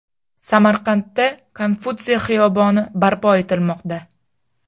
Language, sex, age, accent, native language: Uzbek, female, 18-24, Farg'ona, Uzbek